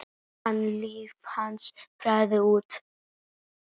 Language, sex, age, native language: Icelandic, female, 7, Icelandic